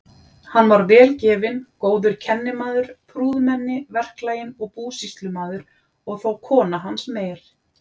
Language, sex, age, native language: Icelandic, female, 40-49, Icelandic